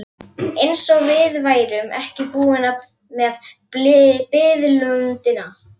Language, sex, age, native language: Icelandic, female, 11, Icelandic